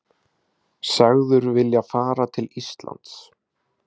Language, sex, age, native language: Icelandic, male, 20-29, Icelandic